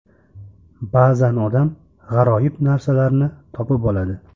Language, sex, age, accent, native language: Uzbek, male, 25-34, Sirdaryo, Uzbek